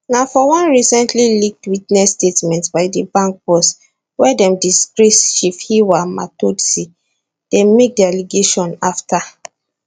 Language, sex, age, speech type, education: Nigerian Pidgin, female, 15-29, spontaneous, tertiary